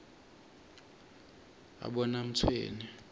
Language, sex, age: South Ndebele, male, 22